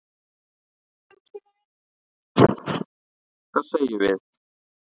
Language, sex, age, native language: Icelandic, male, 9, Icelandic